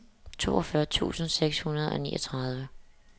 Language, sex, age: Danish, female, 27